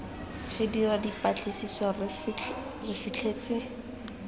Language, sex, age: Tswana, female, 20